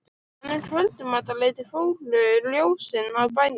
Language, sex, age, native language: Icelandic, female, 12, Icelandic